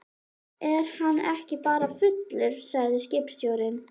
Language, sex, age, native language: Icelandic, female, 11, Icelandic